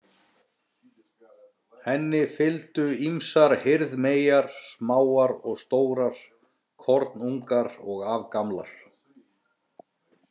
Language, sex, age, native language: Icelandic, male, 30-39, Icelandic